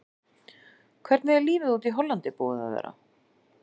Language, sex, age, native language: Icelandic, female, 40-49, Icelandic